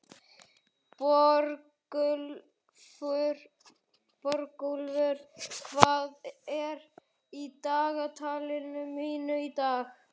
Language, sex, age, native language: Icelandic, male, 11, Icelandic